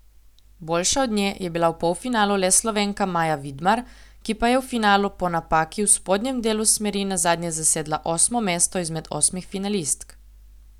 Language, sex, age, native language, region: Slovenian, female, 18-29, Slovenian, Coastal Karst region